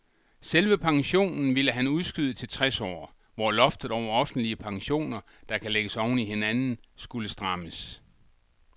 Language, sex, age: Danish, male, 62